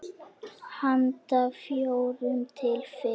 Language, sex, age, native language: Icelandic, female, 10, Icelandic